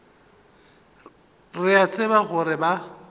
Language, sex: Northern Sotho, male